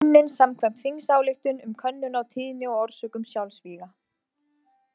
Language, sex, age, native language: Icelandic, female, 20-29, Icelandic